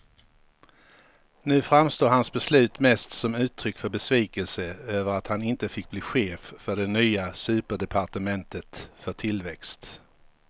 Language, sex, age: Swedish, male, 53